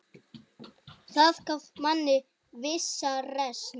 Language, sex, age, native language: Icelandic, female, 7, Icelandic